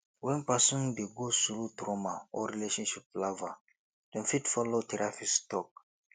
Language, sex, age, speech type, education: Nigerian Pidgin, male, 15-29, spontaneous, tertiary